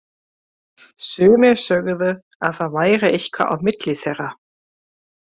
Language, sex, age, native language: Icelandic, female, 40-49, German